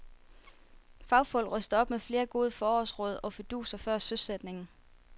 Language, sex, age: Danish, female, 24